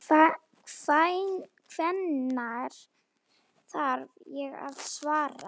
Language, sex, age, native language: Icelandic, female, 8, Slovak